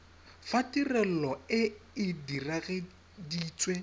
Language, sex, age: Tswana, male, 21